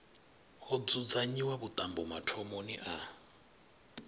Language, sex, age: Venda, male, 39